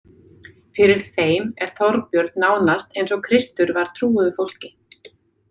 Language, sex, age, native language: Icelandic, female, 30-39, Icelandic